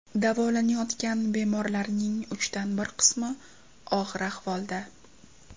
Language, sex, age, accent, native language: Uzbek, female, 18-24, Toshkent viloyati, Uzbek